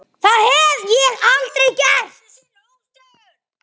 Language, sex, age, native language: Icelandic, male, 10, Icelandic